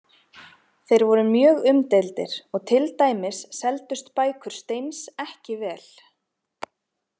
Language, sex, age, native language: Icelandic, female, 20-29, Icelandic